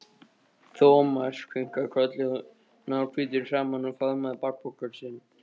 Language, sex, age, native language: Icelandic, male, 13, Icelandic